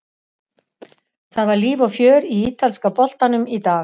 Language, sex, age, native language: Icelandic, female, 60-69, Icelandic